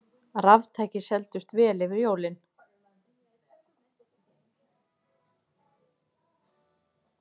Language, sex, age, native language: Icelandic, female, 30-39, Icelandic